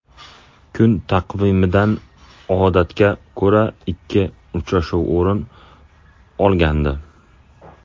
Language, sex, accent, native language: Uzbek, male, Andijon, Uzbek